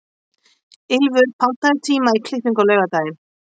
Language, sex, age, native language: Icelandic, female, 50-59, Icelandic